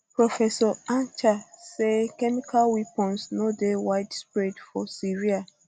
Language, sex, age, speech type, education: Nigerian Pidgin, female, 15-29, spontaneous, tertiary